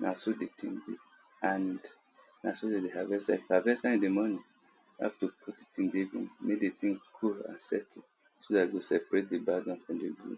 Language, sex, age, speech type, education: Nigerian Pidgin, male, 30-45, spontaneous, tertiary